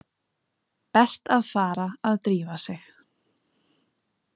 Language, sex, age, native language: Icelandic, female, 20-29, Icelandic